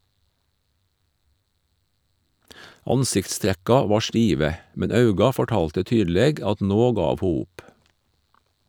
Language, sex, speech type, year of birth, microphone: Norwegian, male, read, 1951, Shure